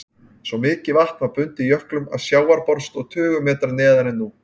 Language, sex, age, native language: Icelandic, male, 30-39, Icelandic